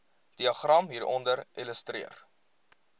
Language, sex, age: Afrikaans, male, 20